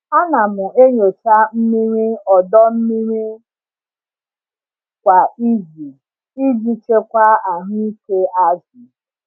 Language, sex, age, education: Igbo, female, 30-45, tertiary